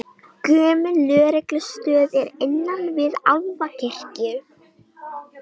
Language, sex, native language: Icelandic, female, Icelandic